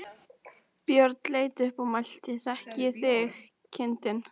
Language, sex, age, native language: Icelandic, female, 14, Icelandic